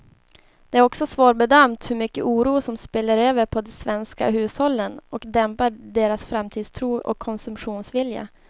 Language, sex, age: Swedish, female, 24